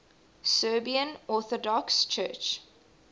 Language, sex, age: English, female, 20